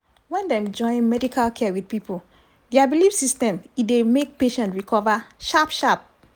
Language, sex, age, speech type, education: Nigerian Pidgin, female, 30-45, spontaneous, tertiary